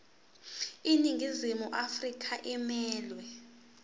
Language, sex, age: Zulu, female, 18